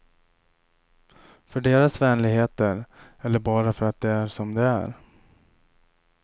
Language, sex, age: Swedish, male, 27